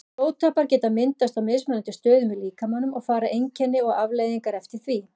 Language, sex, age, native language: Icelandic, female, 40-49, Icelandic